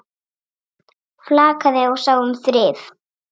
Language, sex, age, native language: Icelandic, female, 7, Icelandic